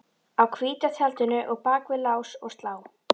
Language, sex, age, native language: Icelandic, female, 12, Icelandic